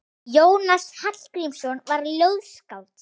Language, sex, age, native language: Icelandic, female, 8, Icelandic